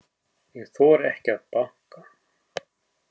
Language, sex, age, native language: Icelandic, male, 50-59, Icelandic